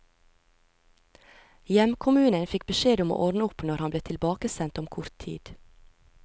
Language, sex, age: Norwegian, female, 36